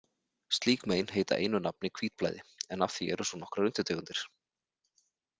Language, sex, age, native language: Icelandic, male, 40-49, Icelandic